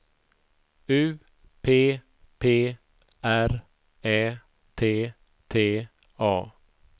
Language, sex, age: Swedish, male, 51